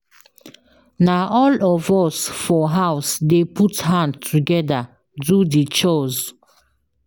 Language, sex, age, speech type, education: Nigerian Pidgin, female, 15-29, spontaneous, tertiary